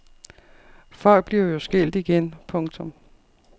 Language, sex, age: Danish, female, 52